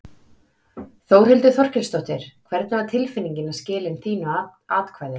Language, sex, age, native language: Icelandic, female, 30-39, Icelandic